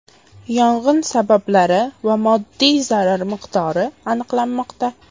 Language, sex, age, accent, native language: Uzbek, female, under 19, Qashqadaryo, Uzbek